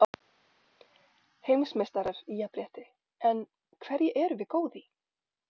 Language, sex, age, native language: Icelandic, female, 40-49, Icelandic